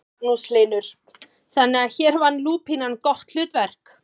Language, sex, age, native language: Icelandic, female, 30-39, Icelandic